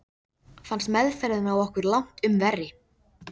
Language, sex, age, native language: Icelandic, female, 13, Icelandic